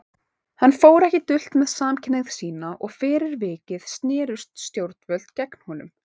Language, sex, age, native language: Icelandic, female, 18-19, Icelandic